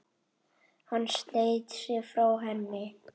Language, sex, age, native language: Icelandic, male, 8, Icelandic